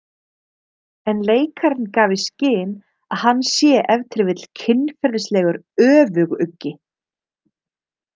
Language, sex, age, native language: Icelandic, female, 30-39, Icelandic